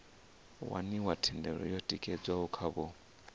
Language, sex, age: Venda, male, 34